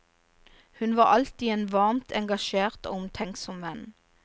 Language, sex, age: Norwegian, female, 29